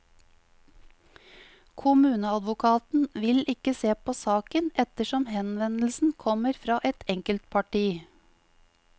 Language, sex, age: Norwegian, female, 50